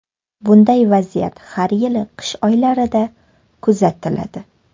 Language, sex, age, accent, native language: Uzbek, female, 18-24, Toshkent shahri, Uzbek